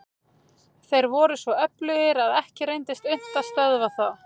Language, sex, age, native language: Icelandic, female, 30-39, Icelandic